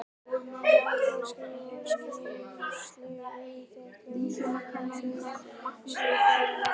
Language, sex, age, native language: Icelandic, male, 18-19, Icelandic